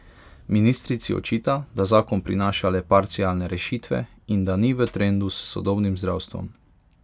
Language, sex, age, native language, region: Slovenian, male, 18-29, Hungarian, Pomurje region